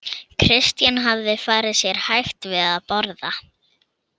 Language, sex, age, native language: Icelandic, female, 13, Icelandic